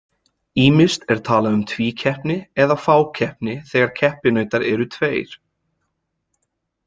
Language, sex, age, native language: Icelandic, male, 20-29, Icelandic